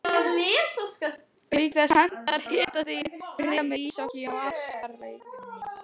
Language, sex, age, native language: Icelandic, female, 11, Icelandic